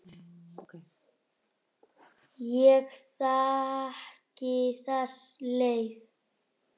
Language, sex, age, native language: Icelandic, male, 9, Icelandic